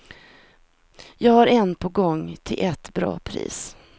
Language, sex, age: Swedish, female, 43